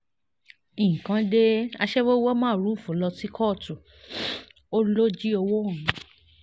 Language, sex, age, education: Yoruba, female, 30-45, tertiary